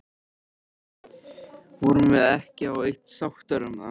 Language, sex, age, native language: Icelandic, male, 13, Icelandic